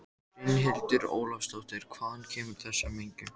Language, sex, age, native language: Icelandic, male, 14, Icelandic